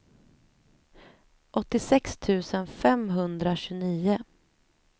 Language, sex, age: Swedish, female, 28